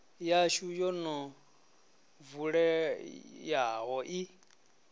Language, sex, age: Venda, male, 34